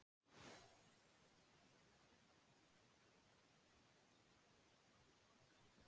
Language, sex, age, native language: Icelandic, female, 40-49, Icelandic